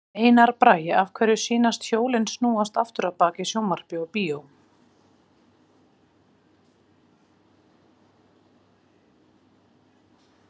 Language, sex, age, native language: Icelandic, female, 40-49, Icelandic